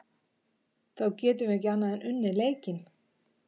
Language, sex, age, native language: Icelandic, female, 50-59, Icelandic